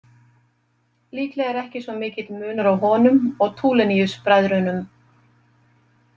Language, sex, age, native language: Icelandic, female, 50-59, Icelandic